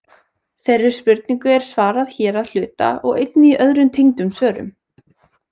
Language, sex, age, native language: Icelandic, female, 20-29, Icelandic